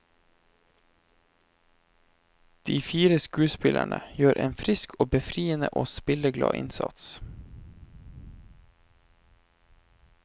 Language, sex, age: Norwegian, male, 23